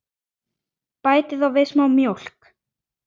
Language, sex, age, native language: Icelandic, male, 9, Icelandic